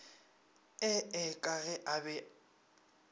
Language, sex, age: Northern Sotho, male, 24